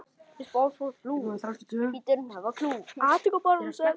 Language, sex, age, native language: Icelandic, male, 10, Icelandic